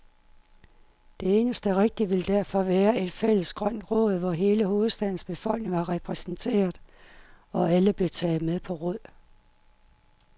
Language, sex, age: Danish, female, 51